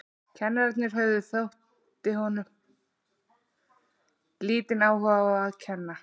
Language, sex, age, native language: Icelandic, female, 40-49, Icelandic